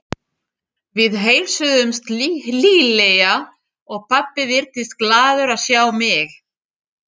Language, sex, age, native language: Icelandic, female, 40-49, French